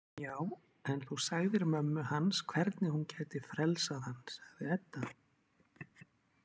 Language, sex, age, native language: Icelandic, male, 40-49, Icelandic